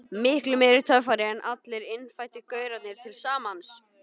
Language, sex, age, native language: Icelandic, male, 11, Icelandic